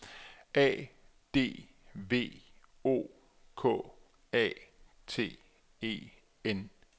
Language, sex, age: Danish, male, 34